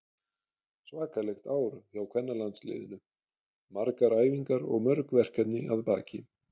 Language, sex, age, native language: Icelandic, male, 30-39, Icelandic